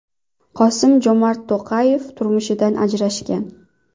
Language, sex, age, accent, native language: Uzbek, female, 19-29, Qashqadaryo, Uzbek